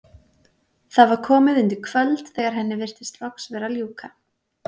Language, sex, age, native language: Icelandic, female, 20-29, Icelandic